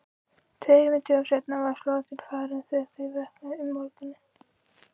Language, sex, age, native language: Icelandic, female, 16, Icelandic